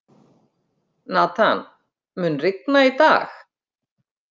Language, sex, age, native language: Icelandic, female, 50-59, Icelandic